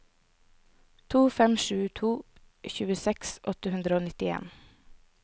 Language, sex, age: Norwegian, female, 24